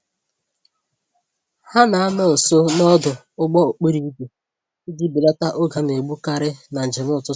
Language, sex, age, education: Igbo, female, 15-29, tertiary